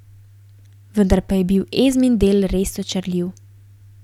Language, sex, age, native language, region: Slovenian, female, 18-29, Slovenian, Gorenjska region